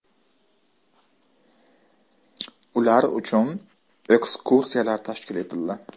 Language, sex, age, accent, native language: Uzbek, male, 18-24, Toshkent shahri, Uzbek